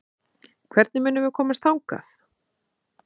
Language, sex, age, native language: Icelandic, female, 30-39, Icelandic